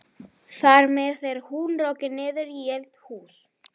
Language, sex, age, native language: Icelandic, female, 11, Spanish